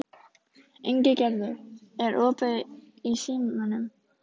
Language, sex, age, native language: Icelandic, female, 14, Icelandic